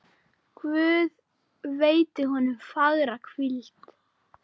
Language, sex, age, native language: Icelandic, female, 9, Icelandic